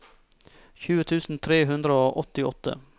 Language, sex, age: Norwegian, male, 34